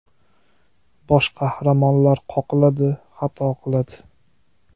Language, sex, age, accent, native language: Uzbek, male, 25-34, Namangan, Uzbek